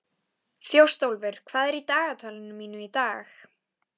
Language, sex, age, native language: Icelandic, female, 11, Icelandic